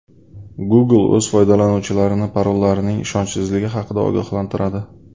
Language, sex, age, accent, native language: Uzbek, male, 25-34, Sirdaryo, Uzbek